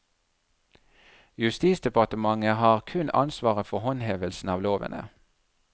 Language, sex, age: Norwegian, male, 37